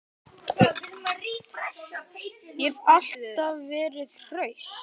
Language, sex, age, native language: Icelandic, male, 10, Icelandic